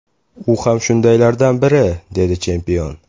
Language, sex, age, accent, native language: Uzbek, male, 18-24, Toshkent shahri, Uzbek